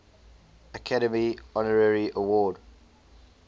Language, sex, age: English, male, 20